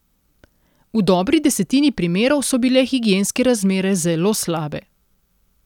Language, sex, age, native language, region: Slovenian, female, 30-49, Slovenian, Central Slovenia